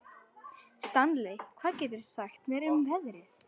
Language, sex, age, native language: Icelandic, female, 40-49, Icelandic